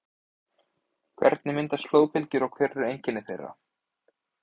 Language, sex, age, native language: Icelandic, male, 20-29, Icelandic